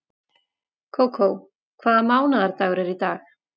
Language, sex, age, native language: Icelandic, female, 40-49, Icelandic